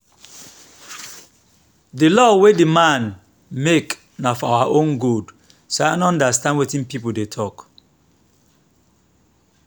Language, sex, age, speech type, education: Nigerian Pidgin, male, 30-45, spontaneous, tertiary